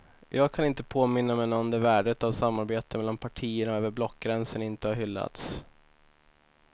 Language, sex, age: Swedish, male, 25